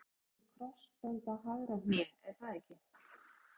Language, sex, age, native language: Icelandic, female, 50-59, Icelandic